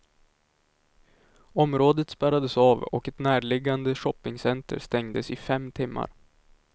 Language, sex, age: Swedish, male, 19